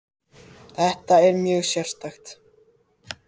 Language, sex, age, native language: Icelandic, male, 30-39, Icelandic